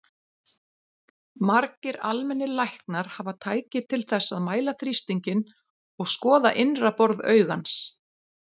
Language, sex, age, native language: Icelandic, female, 40-49, Icelandic